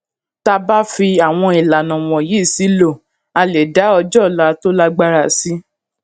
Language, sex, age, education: Yoruba, female, 15-29, secondary